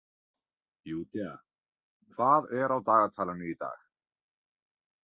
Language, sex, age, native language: Icelandic, male, 30-39, Icelandic